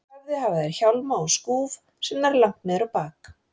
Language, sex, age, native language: Icelandic, female, 40-49, Icelandic